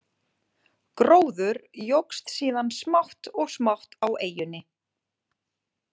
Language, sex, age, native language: Icelandic, female, 40-49, Icelandic